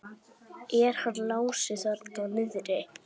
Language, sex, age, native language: Icelandic, female, 10, Icelandic